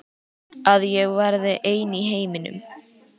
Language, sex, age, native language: Icelandic, female, 13, Icelandic